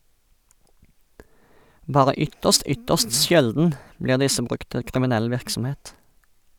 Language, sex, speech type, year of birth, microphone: Norwegian, male, read, 1989, Sennheiser